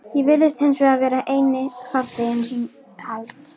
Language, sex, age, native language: Icelandic, female, 13, Icelandic